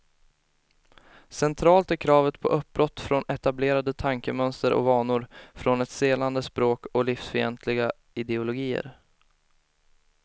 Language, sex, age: Swedish, male, 18